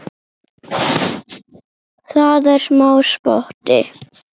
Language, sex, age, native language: Icelandic, male, 8, Icelandic